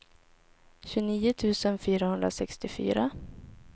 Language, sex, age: Swedish, female, 17